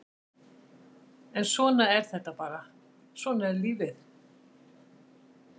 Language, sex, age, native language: Icelandic, female, 60-69, Icelandic